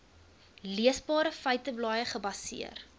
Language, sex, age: Afrikaans, female, 22